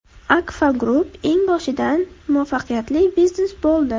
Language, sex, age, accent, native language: Uzbek, female, under 19, Andijon, Uzbek